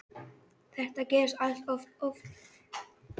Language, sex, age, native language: Icelandic, male, 10, Icelandic